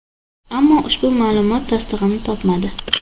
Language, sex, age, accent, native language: Uzbek, female, under 19, Toshkent shahri, Uzbek